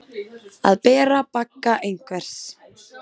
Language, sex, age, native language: Icelandic, female, 20-29, Icelandic